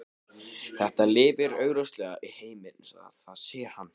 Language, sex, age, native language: Icelandic, male, 15, Icelandic